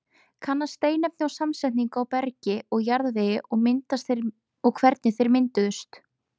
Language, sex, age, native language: Icelandic, female, 20-29, Icelandic